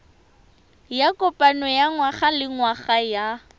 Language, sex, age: Tswana, female, 23